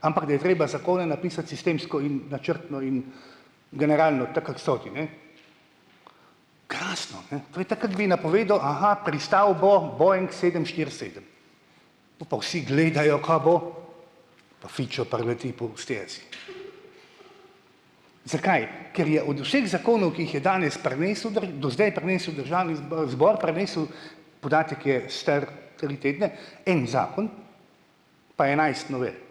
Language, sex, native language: Slovenian, male, Slovenian